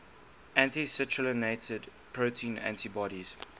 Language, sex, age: English, male, 19